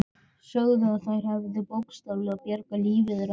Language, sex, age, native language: Icelandic, male, 14, Icelandic